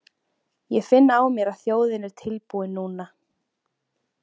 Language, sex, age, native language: Icelandic, female, 20-29, Icelandic